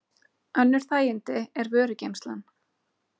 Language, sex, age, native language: Icelandic, female, 30-39, Icelandic